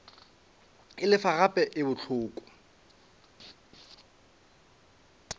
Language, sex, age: Northern Sotho, male, 22